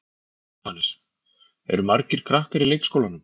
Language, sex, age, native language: Icelandic, male, 40-49, Icelandic